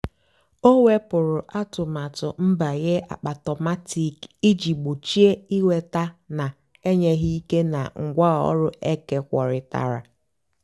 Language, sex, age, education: Igbo, female, 15-29, tertiary